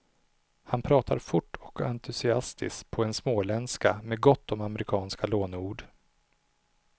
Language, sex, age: Swedish, male, 37